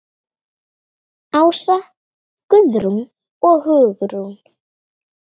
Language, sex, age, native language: Icelandic, female, 9, Icelandic